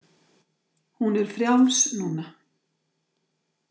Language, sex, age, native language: Icelandic, female, 60-69, Icelandic